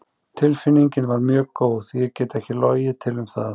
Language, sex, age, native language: Icelandic, female, 18-19, Icelandic